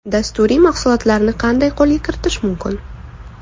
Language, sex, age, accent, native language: Uzbek, female, 25-34, Toshkent shahri, Uzbek